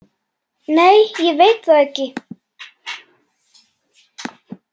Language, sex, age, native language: Icelandic, male, 8, Icelandic